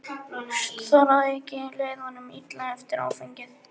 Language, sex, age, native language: Icelandic, male, 11, Icelandic